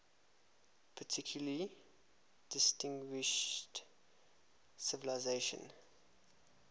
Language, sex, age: English, male, 24